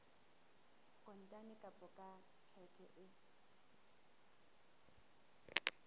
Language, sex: Southern Sotho, female